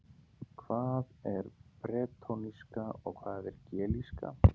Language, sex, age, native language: Icelandic, male, 40-49, Icelandic